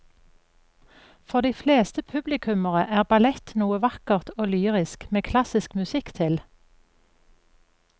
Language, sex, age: Norwegian, female, 44